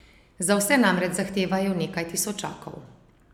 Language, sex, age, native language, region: Slovenian, female, 30-49, Slovenian, Savinja region